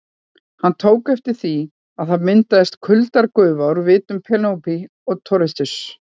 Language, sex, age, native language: Icelandic, female, 40-49, Icelandic